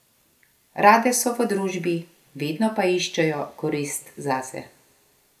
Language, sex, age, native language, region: Slovenian, female, 50-59, Slovenian, Gorenjska region